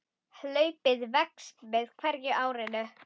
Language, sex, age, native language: Icelandic, female, 10, Icelandic